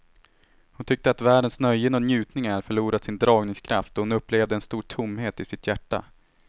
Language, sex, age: Swedish, male, 18